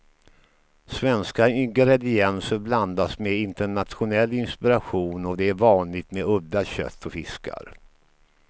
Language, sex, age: Swedish, male, 53